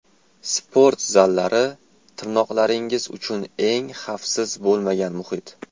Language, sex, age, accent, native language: Uzbek, male, 19-29, Toshkent shahri, Uzbek